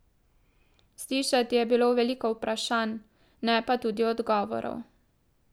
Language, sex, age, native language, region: Slovenian, female, 18-29, Slovenian, Drava region